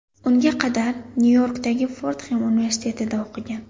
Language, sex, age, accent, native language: Uzbek, female, 18-24, Surxondaryo, Uzbek